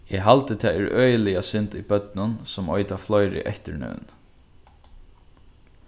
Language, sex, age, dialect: Faroese, male, 15-35, Norðurstreymoy/Eysturoy